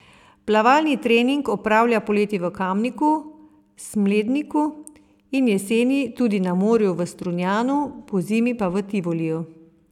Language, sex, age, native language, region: Slovenian, female, 50-59, Slovenian, Savinja region